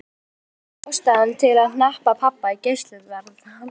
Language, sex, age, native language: Icelandic, female, 12, Icelandic